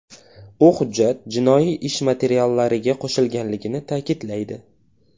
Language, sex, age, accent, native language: Uzbek, male, 18-24, Toshkent viloyati, Uzbek